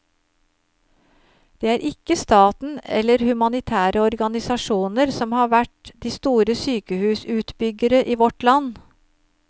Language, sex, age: Norwegian, female, 53